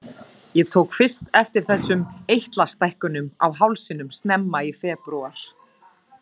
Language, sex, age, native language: Icelandic, female, 30-39, Icelandic